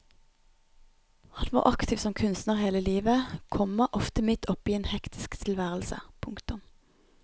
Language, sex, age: Norwegian, female, 29